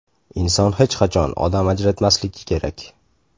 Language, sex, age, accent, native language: Uzbek, male, 18-24, Toshkent shahri, Uzbek